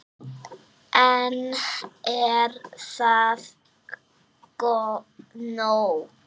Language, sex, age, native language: Icelandic, female, 7, Icelandic